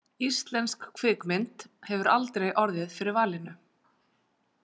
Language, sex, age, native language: Icelandic, female, 40-49, Icelandic